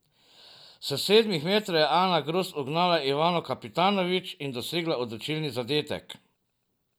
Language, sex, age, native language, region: Slovenian, male, 50-59, Slovenian, Drava region